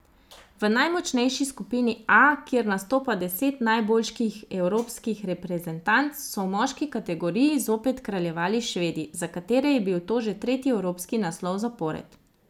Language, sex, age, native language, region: Slovenian, female, 30-49, Slovenian, Zasavska region